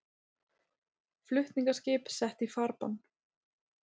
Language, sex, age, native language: Icelandic, female, 30-39, Icelandic